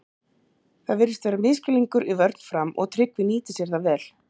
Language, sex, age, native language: Icelandic, female, 40-49, Icelandic